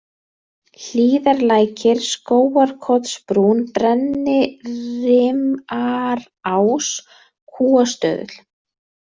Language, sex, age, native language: Icelandic, female, 30-39, Icelandic